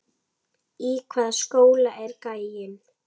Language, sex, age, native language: Icelandic, female, 8, Icelandic